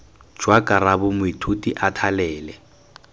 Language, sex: Tswana, male